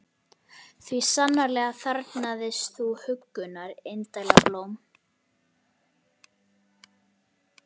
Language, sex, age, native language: Icelandic, male, 11, Icelandic